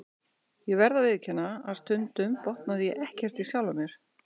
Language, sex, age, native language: Icelandic, female, 60-69, Icelandic